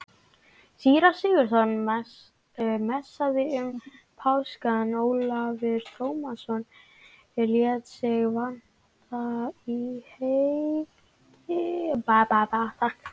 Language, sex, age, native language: Icelandic, male, 18-19, Icelandic